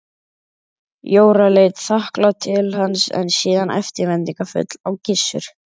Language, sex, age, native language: Icelandic, male, 11, Icelandic